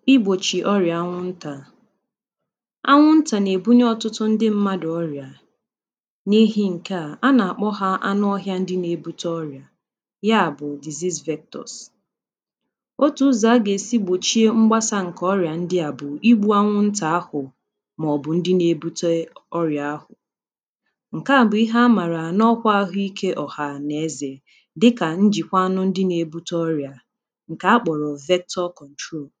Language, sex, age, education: Igbo, female, 15-29, tertiary